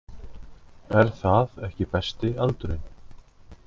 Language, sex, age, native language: Icelandic, male, 50-59, Icelandic